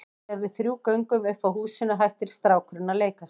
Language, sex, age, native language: Icelandic, female, 20-29, Icelandic